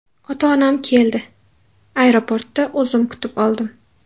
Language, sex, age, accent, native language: Uzbek, female, 18-24, Samarqand, Uzbek